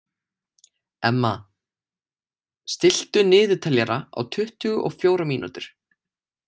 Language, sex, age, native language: Icelandic, male, 18-19, Icelandic